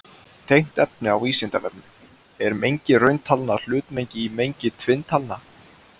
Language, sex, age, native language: Icelandic, male, 20-29, Icelandic